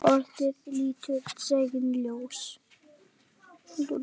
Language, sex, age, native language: Icelandic, male, 8, Icelandic